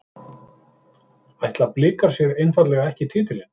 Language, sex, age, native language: Icelandic, male, 50-59, Icelandic